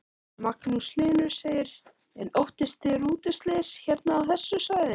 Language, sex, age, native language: Icelandic, male, 13, Icelandic